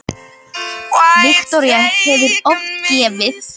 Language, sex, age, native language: Icelandic, female, 13, Icelandic